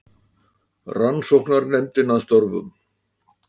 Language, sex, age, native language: Icelandic, male, 80-89, Icelandic